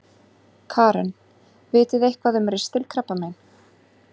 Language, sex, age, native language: Icelandic, female, 30-39, Icelandic